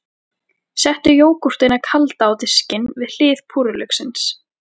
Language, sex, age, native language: Icelandic, female, 14, Icelandic